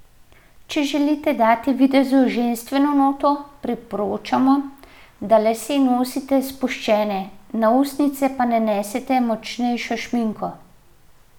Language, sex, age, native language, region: Slovenian, female, 30-49, Slovenian, Central Slovenia